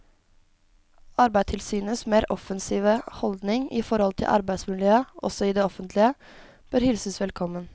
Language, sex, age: Norwegian, female, 17